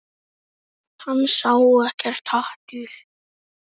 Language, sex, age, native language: Icelandic, male, 9, Icelandic